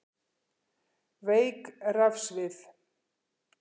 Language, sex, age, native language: Icelandic, female, 50-59, Icelandic